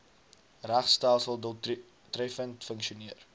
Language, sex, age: Afrikaans, male, 19